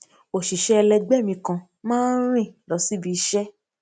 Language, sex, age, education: Yoruba, female, 15-29, tertiary